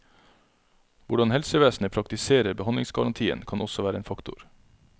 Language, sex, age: Norwegian, male, 33